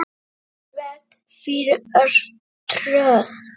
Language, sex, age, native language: Icelandic, male, 9, Icelandic